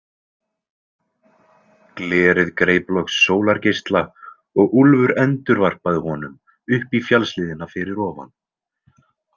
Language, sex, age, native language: Icelandic, male, 20-29, Icelandic